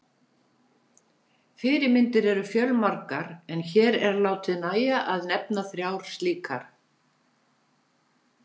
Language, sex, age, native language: Icelandic, female, 70-79, Icelandic